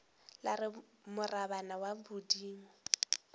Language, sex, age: Northern Sotho, female, 18